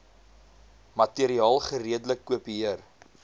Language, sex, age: Afrikaans, male, 22